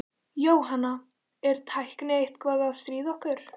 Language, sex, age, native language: Icelandic, female, 14, Icelandic